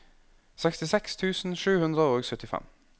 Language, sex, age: Norwegian, male, 21